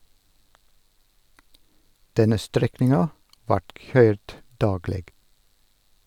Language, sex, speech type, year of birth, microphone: Norwegian, male, read, 1962, Sennheiser